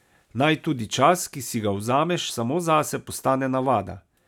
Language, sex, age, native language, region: Slovenian, male, 30-49, Slovenian, Savinja region